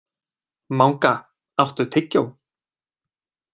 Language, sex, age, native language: Icelandic, male, 20-29, Icelandic